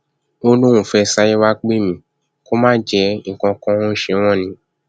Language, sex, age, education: Yoruba, male, 15-29, tertiary